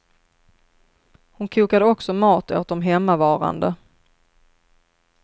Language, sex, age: Swedish, female, 33